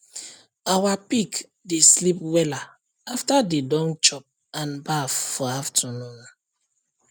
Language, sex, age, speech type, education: Nigerian Pidgin, male, 30-45, spontaneous, tertiary